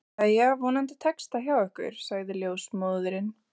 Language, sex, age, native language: Icelandic, female, 20-29, Icelandic